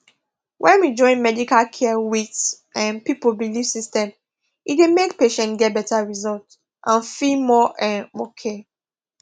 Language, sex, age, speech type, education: Nigerian Pidgin, female, 15-29, spontaneous, tertiary